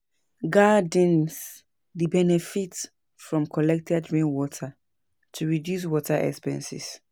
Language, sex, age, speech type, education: Nigerian Pidgin, female, 30-45, spontaneous, tertiary